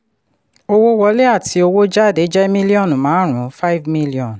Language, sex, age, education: Yoruba, female, 30-45, tertiary